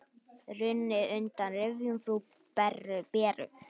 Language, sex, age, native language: Icelandic, female, 9, Icelandic